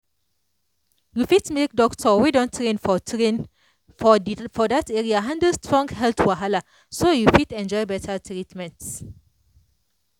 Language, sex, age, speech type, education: Nigerian Pidgin, female, 30-45, spontaneous, tertiary